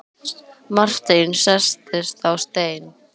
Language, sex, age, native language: Icelandic, female, 18-19, Icelandic